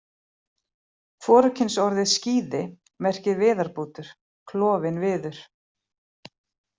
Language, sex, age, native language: Icelandic, female, 40-49, Icelandic